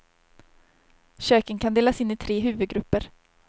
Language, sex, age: Swedish, female, 30